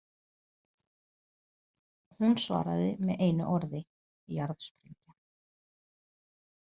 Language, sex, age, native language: Icelandic, female, 30-39, Portuguese